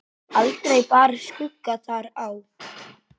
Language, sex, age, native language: Icelandic, male, 9, Icelandic